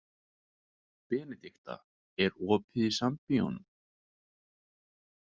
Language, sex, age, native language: Icelandic, male, 20-29, Icelandic